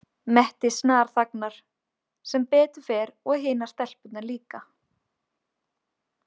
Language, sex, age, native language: Icelandic, female, 20-29, Icelandic